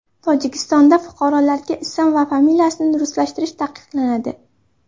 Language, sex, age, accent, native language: Uzbek, female, 18-24, Farg'ona, Uzbek